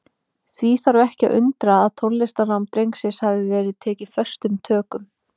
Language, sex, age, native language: Icelandic, female, 30-39, Icelandic